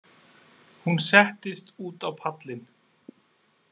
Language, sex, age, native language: Icelandic, male, 40-49, Icelandic